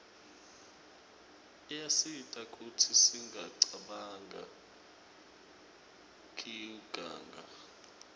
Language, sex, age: Swati, male, 25